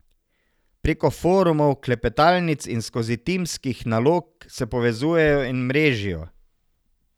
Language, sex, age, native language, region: Slovenian, male, 50-59, Slovenian, Savinja region